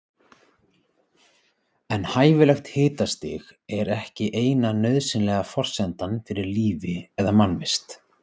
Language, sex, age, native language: Icelandic, male, 30-39, Icelandic